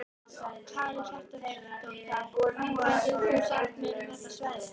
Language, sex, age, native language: Icelandic, female, 13, Icelandic